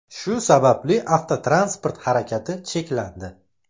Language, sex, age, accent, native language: Uzbek, male, 25-34, Farg'ona, Uzbek